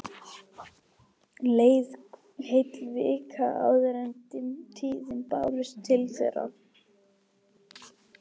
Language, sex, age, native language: Icelandic, male, 12, Icelandic